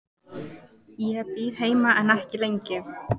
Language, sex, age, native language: Icelandic, female, 14, Icelandic